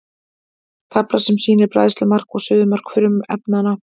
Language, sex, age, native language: Icelandic, female, 40-49, Icelandic